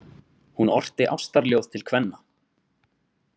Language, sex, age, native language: Icelandic, male, 20-29, Icelandic